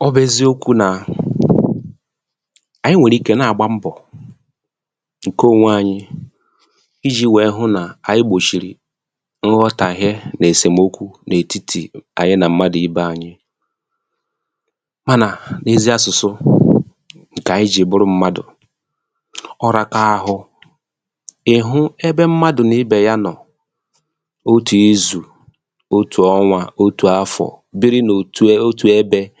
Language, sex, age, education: Igbo, male, 30-45, tertiary